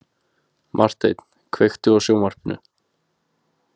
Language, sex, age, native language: Icelandic, male, 20-29, Icelandic